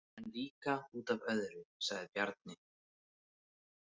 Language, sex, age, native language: Icelandic, male, 18-19, Icelandic